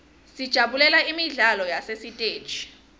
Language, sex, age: Swati, female, 22